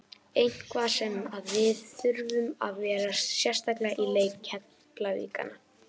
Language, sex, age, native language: Icelandic, male, 18-19, Icelandic